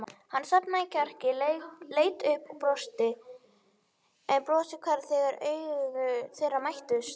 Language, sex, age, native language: Icelandic, female, 18-19, Icelandic